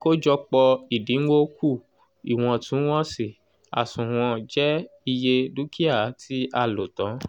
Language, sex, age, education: Yoruba, male, 15-29, tertiary